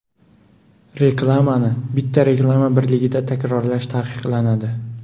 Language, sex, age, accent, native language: Uzbek, male, 18-24, Farg'ona, Uzbek